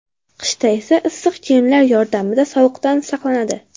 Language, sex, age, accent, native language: Uzbek, female, 12-17, Farg'ona, Uzbek